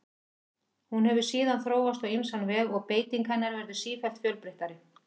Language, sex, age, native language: Icelandic, female, 50-59, Icelandic